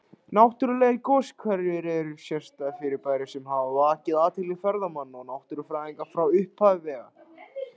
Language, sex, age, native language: Icelandic, male, 16, Icelandic